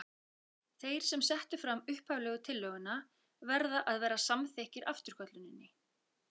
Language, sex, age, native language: Icelandic, female, 40-49, Icelandic